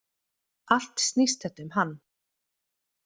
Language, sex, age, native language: Icelandic, female, 30-39, Icelandic